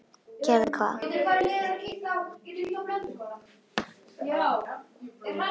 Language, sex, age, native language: Icelandic, female, 10, Icelandic